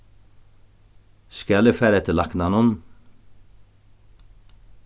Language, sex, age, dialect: Faroese, male, 61+, Norðurstreymoy/Eysturoy